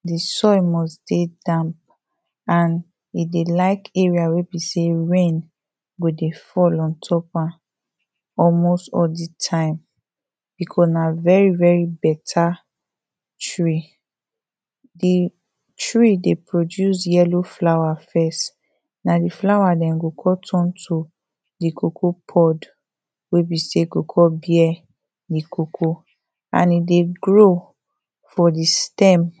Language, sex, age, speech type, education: Nigerian Pidgin, female, 15-29, spontaneous, tertiary